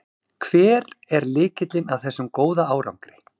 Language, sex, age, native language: Icelandic, male, 30-39, Icelandic